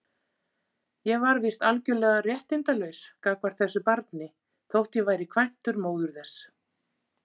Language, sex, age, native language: Icelandic, female, 50-59, Icelandic